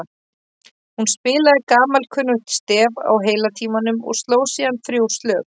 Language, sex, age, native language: Icelandic, female, 30-39, Icelandic